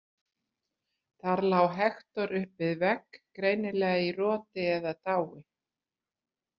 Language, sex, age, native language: Icelandic, female, 60-69, Icelandic